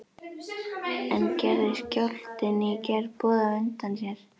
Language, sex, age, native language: Icelandic, other, 11, Icelandic